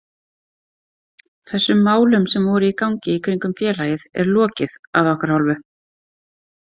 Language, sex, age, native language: Icelandic, female, 30-39, Icelandic